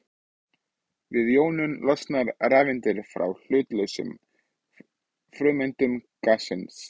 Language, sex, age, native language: Icelandic, male, 20-29, Icelandic